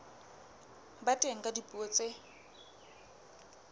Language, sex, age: Southern Sotho, female, 23